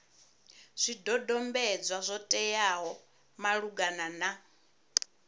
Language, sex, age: Venda, female, 34